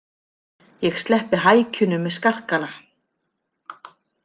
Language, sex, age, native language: Icelandic, female, 50-59, Icelandic